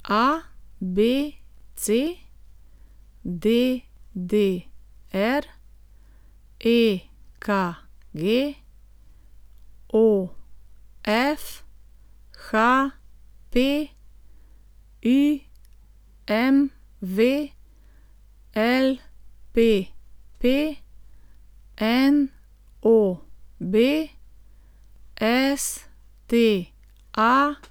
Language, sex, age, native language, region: Slovenian, female, 50-59, Slovenian, Gorenjska region